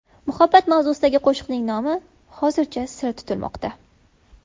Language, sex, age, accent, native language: Uzbek, female, 18-24, Farg'ona, Uzbek